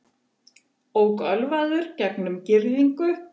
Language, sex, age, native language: Icelandic, female, 70-79, Icelandic